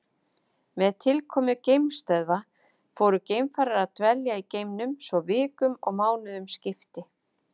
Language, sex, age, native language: Icelandic, female, 50-59, Icelandic